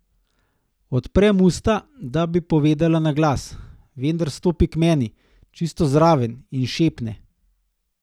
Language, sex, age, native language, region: Slovenian, male, 30-49, Slovenian, Gorenjska region